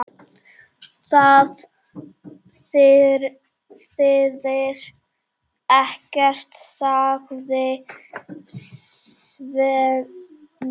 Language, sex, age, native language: Icelandic, male, 8, Czech